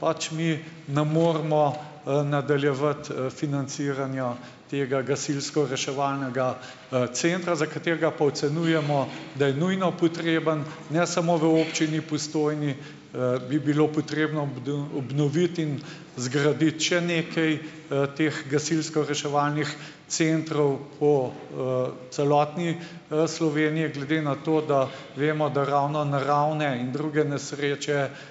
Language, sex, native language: Slovenian, male, Slovenian